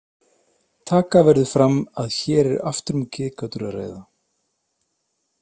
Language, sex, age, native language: Icelandic, male, 30-39, Icelandic